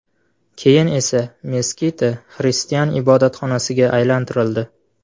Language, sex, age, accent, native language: Uzbek, male, 18-24, Farg'ona, Uzbek